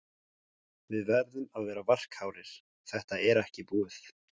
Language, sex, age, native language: Icelandic, male, 17, Icelandic